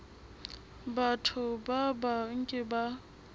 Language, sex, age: Southern Sotho, female, 18